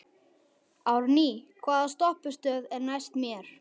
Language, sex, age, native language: Icelandic, male, 12, Icelandic